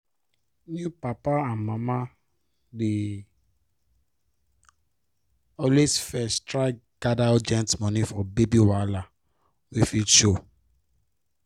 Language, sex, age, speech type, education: Nigerian Pidgin, male, 15-29, spontaneous, tertiary